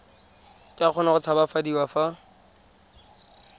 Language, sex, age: Tswana, male, 20